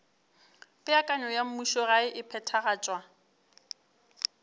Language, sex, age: Northern Sotho, female, 29